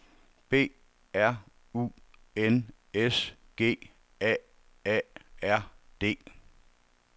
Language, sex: Danish, male